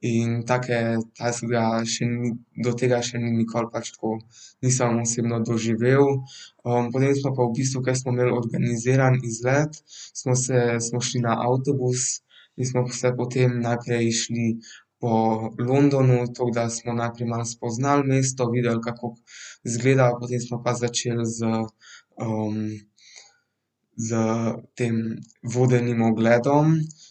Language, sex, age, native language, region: Slovenian, male, 12-17, Slovenian, Central Slovenia